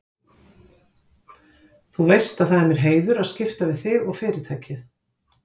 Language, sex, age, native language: Icelandic, female, 50-59, Icelandic